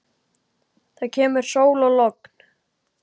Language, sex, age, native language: Icelandic, male, 10, Icelandic